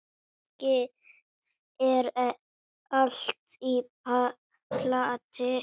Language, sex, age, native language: Icelandic, female, 7, Icelandic